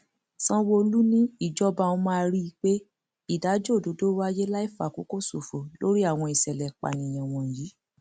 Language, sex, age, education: Yoruba, female, 15-29, tertiary